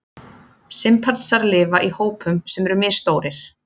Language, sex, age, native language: Icelandic, female, 30-39, Icelandic